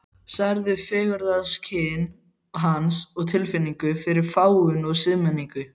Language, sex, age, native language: Icelandic, male, 12, Icelandic